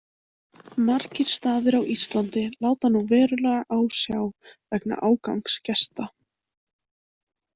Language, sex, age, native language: Icelandic, female, 18-19, Icelandic